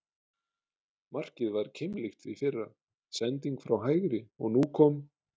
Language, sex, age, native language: Icelandic, male, 30-39, Icelandic